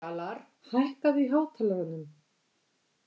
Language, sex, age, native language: Icelandic, female, 50-59, Icelandic